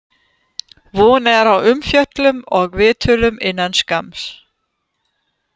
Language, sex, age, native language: Icelandic, female, 30-39, German